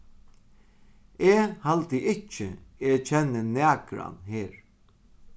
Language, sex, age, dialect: Faroese, male, 36-60, Sandoy